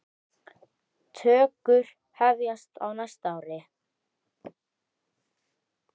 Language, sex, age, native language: Icelandic, male, 9, Icelandic